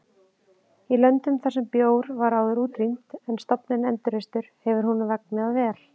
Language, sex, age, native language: Icelandic, female, 30-39, Icelandic